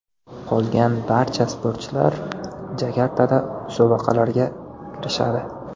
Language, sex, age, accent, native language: Uzbek, male, 18-24, Farg'ona, Uzbek